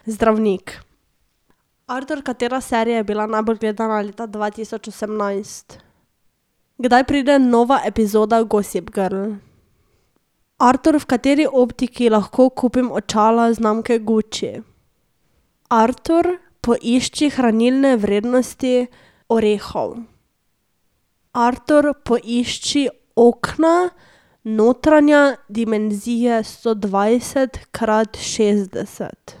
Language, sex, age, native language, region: Slovenian, female, 18-29, Slovenian, Drava region